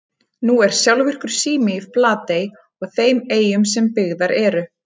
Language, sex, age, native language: Icelandic, female, 30-39, Icelandic